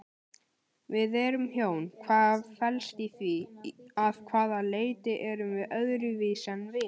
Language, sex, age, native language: Icelandic, male, 18-19, Icelandic